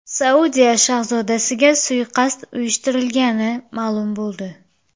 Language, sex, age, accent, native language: Uzbek, female, 18-24, Samarqand, Uzbek